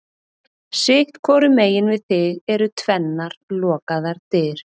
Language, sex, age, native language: Icelandic, female, 30-39, Icelandic